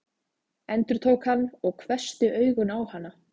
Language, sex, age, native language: Icelandic, female, 20-29, Icelandic